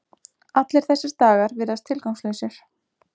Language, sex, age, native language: Icelandic, female, 20-29, Icelandic